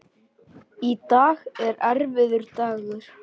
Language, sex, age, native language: Icelandic, male, 10, Icelandic